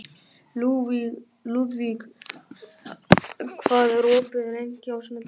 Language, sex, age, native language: Icelandic, female, 50-59, Icelandic